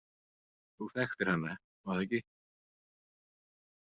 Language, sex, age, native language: Icelandic, male, 40-49, Icelandic